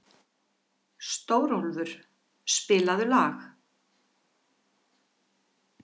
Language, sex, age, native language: Icelandic, female, 50-59, Icelandic